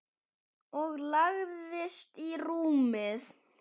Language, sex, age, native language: Icelandic, male, 10, Icelandic